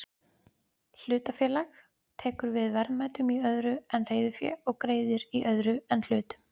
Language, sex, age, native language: Icelandic, female, 20-29, Icelandic